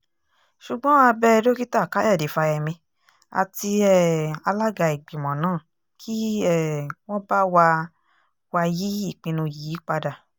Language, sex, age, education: Yoruba, female, 15-29, tertiary